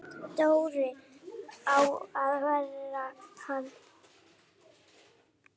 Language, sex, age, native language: Icelandic, female, 8, Icelandic